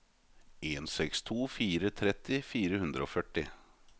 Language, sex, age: Norwegian, male, 38